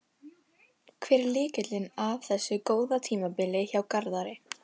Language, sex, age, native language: Icelandic, female, 14, Icelandic